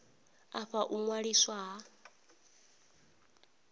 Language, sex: Venda, female